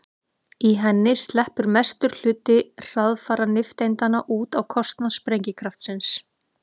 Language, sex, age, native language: Icelandic, female, 30-39, Icelandic